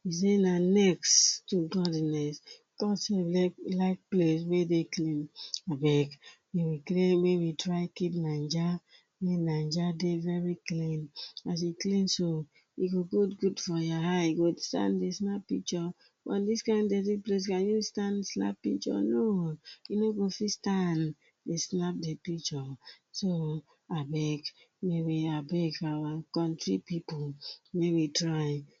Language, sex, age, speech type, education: Nigerian Pidgin, female, 30-45, spontaneous, tertiary